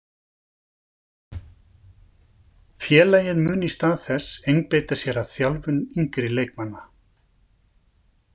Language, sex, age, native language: Icelandic, male, 50-59, Icelandic